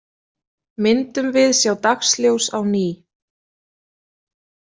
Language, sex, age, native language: Icelandic, female, 30-39, Icelandic